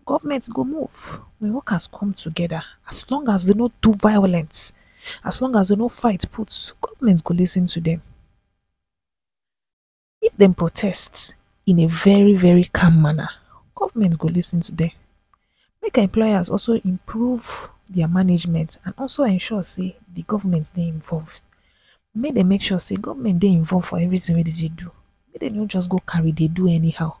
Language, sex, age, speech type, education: Nigerian Pidgin, female, 15-29, spontaneous, tertiary